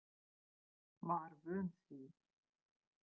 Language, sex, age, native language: Icelandic, female, 30-39, Icelandic